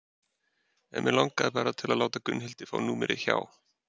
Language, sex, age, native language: Icelandic, male, 30-39, Icelandic